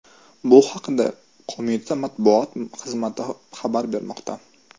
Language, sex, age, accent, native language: Uzbek, male, 18-24, Toshkent shahri, Uzbek